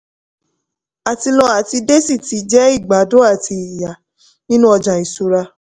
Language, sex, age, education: Yoruba, female, 15-29, tertiary